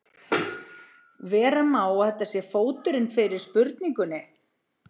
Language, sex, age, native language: Icelandic, female, 40-49, Icelandic